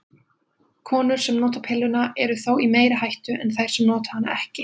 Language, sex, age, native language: Icelandic, female, 20-29, Icelandic